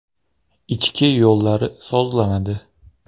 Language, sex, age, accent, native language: Uzbek, male, 25-34, Xorazm, Uzbek